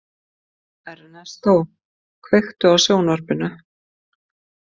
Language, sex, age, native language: Icelandic, female, 50-59, Icelandic